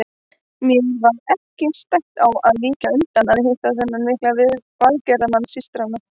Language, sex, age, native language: Icelandic, female, 30-39, Icelandic